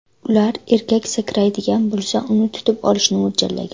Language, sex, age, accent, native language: Uzbek, female, 19-29, Namangan, Uzbek